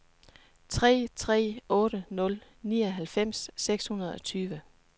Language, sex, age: Danish, female, 36